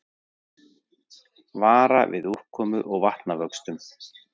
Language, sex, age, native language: Icelandic, male, 40-49, Icelandic